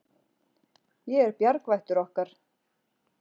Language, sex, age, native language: Icelandic, female, 40-49, Icelandic